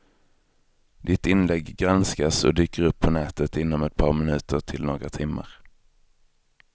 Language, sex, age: Swedish, male, 23